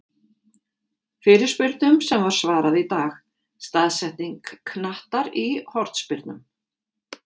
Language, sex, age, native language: Icelandic, female, 50-59, Icelandic